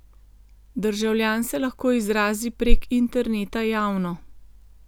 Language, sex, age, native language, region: Slovenian, female, 50-59, Slovenian, Gorenjska region